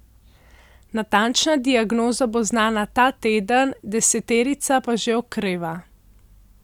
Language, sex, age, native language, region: Slovenian, female, 18-29, Slovenian, Central Slovenia